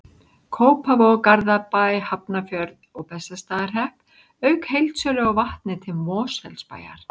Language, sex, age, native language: Icelandic, female, 60-69, Icelandic